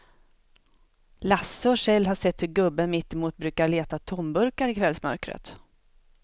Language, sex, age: Swedish, female, 42